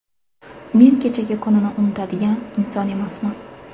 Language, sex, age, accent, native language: Uzbek, female, 25-34, Sirdaryo, Uzbek